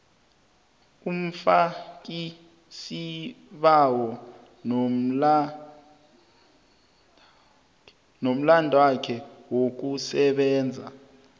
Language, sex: South Ndebele, male